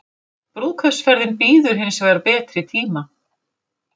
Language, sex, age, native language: Icelandic, female, 50-59, Icelandic